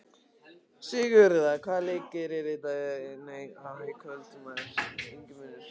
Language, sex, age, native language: Icelandic, male, 15, Icelandic